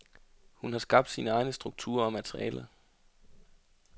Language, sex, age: Danish, male, 33